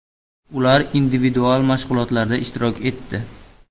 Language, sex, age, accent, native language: Uzbek, male, 18-24, Buxoro, Uzbek